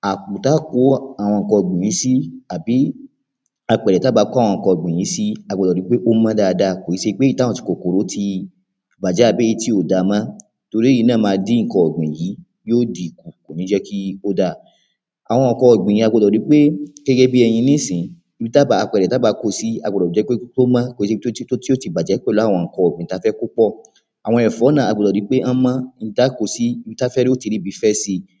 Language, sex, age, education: Yoruba, male, 15-29, primary